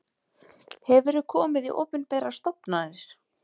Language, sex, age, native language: Icelandic, female, 30-39, Icelandic